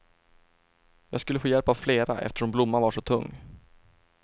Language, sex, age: Swedish, male, 24